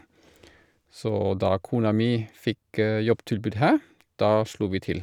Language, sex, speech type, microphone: Norwegian, male, spontaneous, Shure